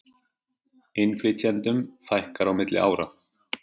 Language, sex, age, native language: Icelandic, male, 40-49, Icelandic